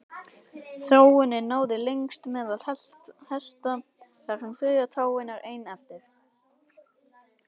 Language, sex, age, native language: Icelandic, male, 18-19, Icelandic